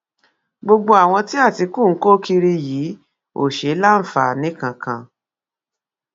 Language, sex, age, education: Yoruba, female, 46-60, tertiary